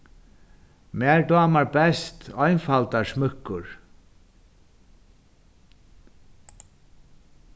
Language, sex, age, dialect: Faroese, male, 61+, Norðuroyggjar